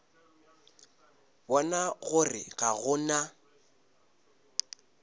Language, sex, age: Northern Sotho, male, 26